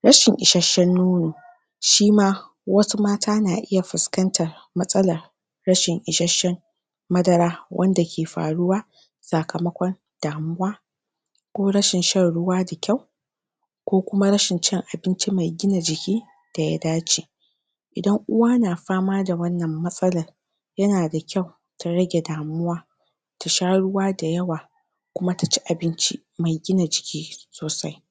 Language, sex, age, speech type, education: Hausa, female, 46-60, spontaneous, secondary